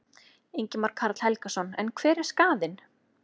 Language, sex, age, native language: Icelandic, female, 30-39, Icelandic